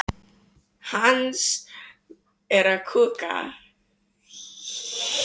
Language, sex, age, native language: Icelandic, male, 13, Icelandic